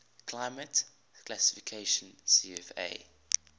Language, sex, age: English, male, 20